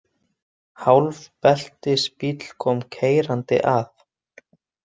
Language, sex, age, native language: Icelandic, male, 20-29, Icelandic